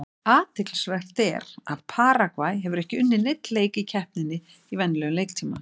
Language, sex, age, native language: Icelandic, female, 60-69, Icelandic